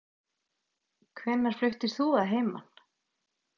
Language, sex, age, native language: Icelandic, male, 8, Icelandic